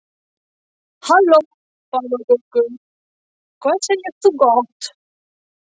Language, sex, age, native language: Icelandic, female, 60-69, French